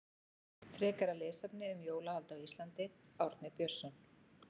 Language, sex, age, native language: Icelandic, female, 40-49, Icelandic